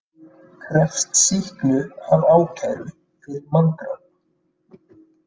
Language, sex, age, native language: Icelandic, male, 30-39, Icelandic